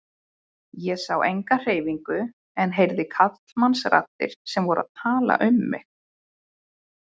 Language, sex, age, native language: Icelandic, female, 20-29, Icelandic